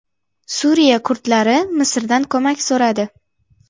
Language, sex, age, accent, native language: Uzbek, female, 18-24, Jizzax, Uzbek